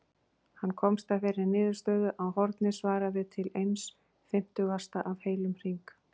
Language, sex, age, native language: Icelandic, female, 40-49, Icelandic